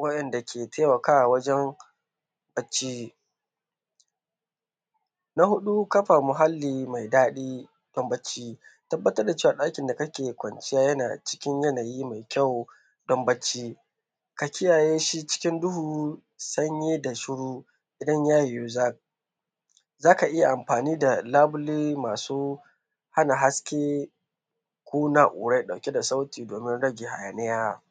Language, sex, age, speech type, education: Hausa, male, 15-29, spontaneous, tertiary